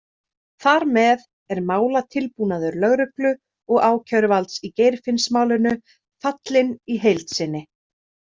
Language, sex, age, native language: Icelandic, female, 30-39, Icelandic